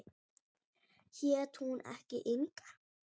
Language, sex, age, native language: Icelandic, female, 9, Icelandic